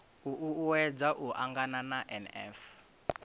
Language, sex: Venda, male